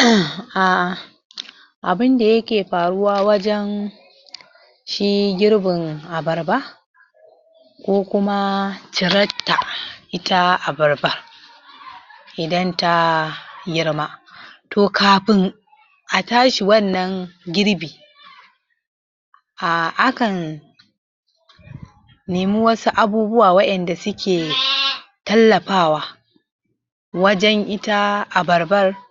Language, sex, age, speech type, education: Hausa, male, 46-60, spontaneous, tertiary